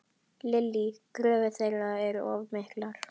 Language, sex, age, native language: Icelandic, female, 10, Icelandic